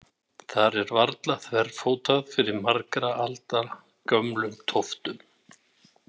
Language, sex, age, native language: Icelandic, male, 60-69, Icelandic